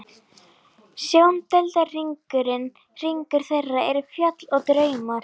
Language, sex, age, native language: Icelandic, female, 11, Icelandic